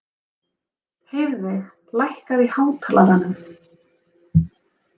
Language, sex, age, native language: Icelandic, female, 20-29, Icelandic